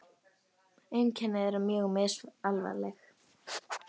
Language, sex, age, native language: Icelandic, female, 18-19, Icelandic